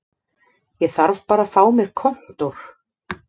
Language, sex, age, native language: Icelandic, female, 30-39, Icelandic